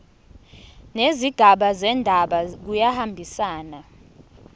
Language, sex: Zulu, female